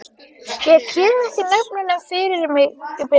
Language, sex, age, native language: Icelandic, female, 13, Icelandic